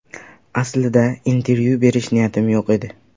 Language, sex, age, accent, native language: Uzbek, male, 18-24, Sirdaryo, Uzbek